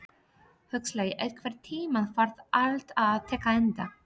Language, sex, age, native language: Icelandic, female, 30-39, Polish